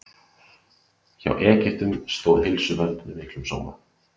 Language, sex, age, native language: Icelandic, male, 30-39, Icelandic